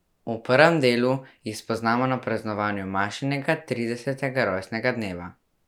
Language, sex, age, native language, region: Slovenian, male, 12-17, Slovenian, Central Slovenia